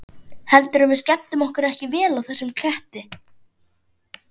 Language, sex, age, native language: Icelandic, female, 11, Icelandic